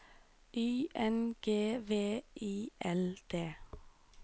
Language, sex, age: Norwegian, female, 26